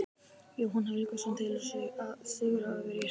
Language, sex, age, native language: Icelandic, male, 18-19, Icelandic